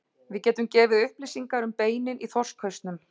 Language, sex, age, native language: Icelandic, female, 40-49, Icelandic